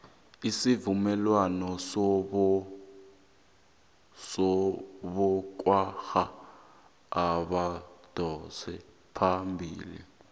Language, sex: South Ndebele, male